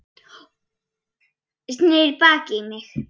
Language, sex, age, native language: Icelandic, female, 8, Icelandic